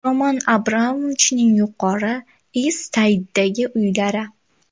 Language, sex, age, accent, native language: Uzbek, female, 19-29, Toshkent viloyati, Uzbek